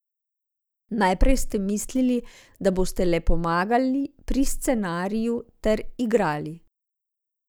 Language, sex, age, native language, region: Slovenian, female, 50-59, Slovenian, Zasavska region